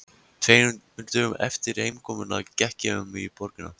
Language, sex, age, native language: Icelandic, male, 14, Icelandic